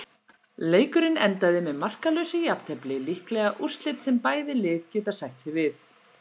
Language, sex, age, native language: Icelandic, female, 40-49, Icelandic